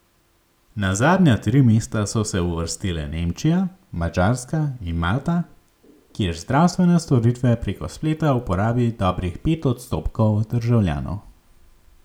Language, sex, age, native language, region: Slovenian, male, 18-29, Slovenian, Gorenjska region